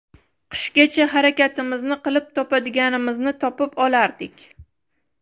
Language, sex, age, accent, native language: Uzbek, female, 25-34, Toshkent shahri, Uzbek